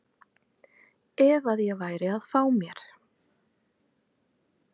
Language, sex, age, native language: Icelandic, female, 50-59, Icelandic